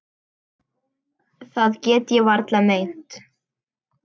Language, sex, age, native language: Icelandic, male, 10, Icelandic